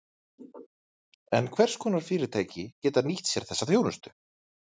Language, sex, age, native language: Icelandic, male, 30-39, Icelandic